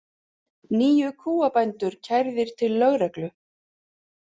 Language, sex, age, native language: Icelandic, female, 40-49, Icelandic